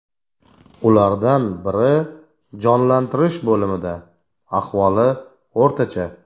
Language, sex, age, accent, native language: Uzbek, male, 40-49, Toshkent viloyati, Uzbek